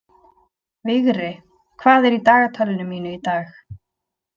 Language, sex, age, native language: Icelandic, female, 20-29, Icelandic